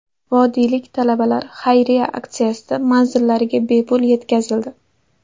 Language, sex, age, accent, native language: Uzbek, female, 18-24, Andijon, Uzbek